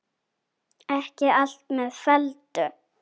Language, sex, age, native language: Icelandic, female, 10, Icelandic